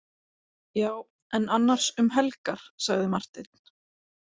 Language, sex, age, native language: Icelandic, female, 40-49, Icelandic